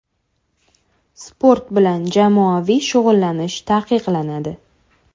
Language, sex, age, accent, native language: Uzbek, female, 18-24, Toshkent viloyati, Uzbek